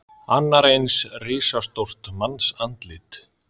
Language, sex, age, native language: Icelandic, male, 30-39, Icelandic